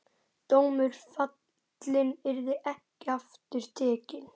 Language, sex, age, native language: Icelandic, male, 11, Icelandic